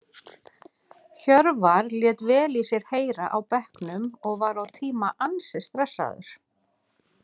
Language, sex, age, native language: Icelandic, female, 40-49, Icelandic